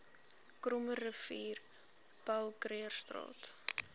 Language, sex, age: Afrikaans, female, 19